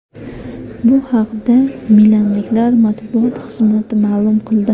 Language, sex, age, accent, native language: Uzbek, female, 19-29, Farg'ona, Uzbek